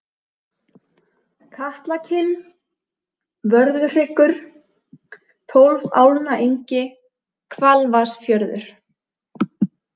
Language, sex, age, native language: Icelandic, female, 20-29, Icelandic